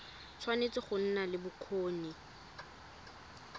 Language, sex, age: Tswana, female, 20